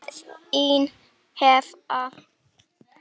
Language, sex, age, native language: Icelandic, male, 8, Icelandic